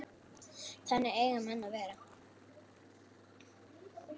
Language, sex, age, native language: Icelandic, female, 8, Icelandic